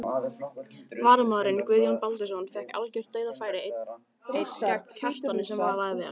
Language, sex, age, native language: Icelandic, other, 18-19, Icelandic